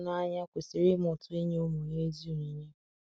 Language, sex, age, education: Igbo, female, 15-29, secondary